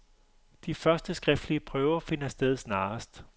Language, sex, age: Danish, male, 35